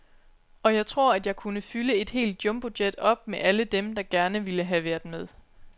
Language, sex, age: Danish, female, 29